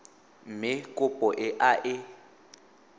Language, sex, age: Tswana, male, 18